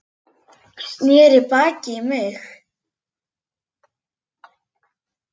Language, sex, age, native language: Icelandic, female, 8, Icelandic